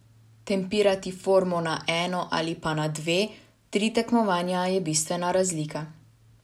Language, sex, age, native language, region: Slovenian, female, 18-29, Slovenian, Savinja region